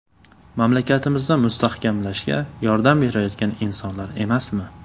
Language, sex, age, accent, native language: Uzbek, male, 18-24, Toshkent shahri, Uzbek